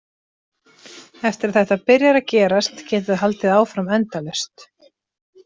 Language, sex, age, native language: Icelandic, female, 30-39, Icelandic